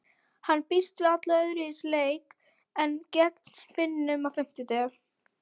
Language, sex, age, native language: Icelandic, female, 40-49, Icelandic